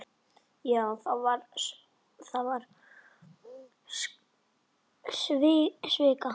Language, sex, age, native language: Icelandic, male, 10, Icelandic